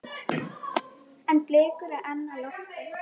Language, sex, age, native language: Icelandic, female, 9, Icelandic